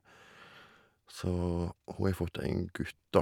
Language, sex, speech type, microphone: Norwegian, male, spontaneous, Shure